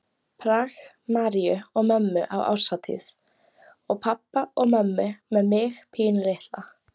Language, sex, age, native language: Icelandic, female, 18-19, Icelandic